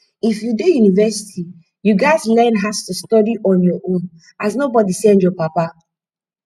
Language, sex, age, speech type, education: Nigerian Pidgin, female, 15-29, spontaneous, tertiary